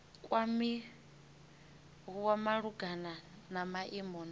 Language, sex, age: Venda, female, 18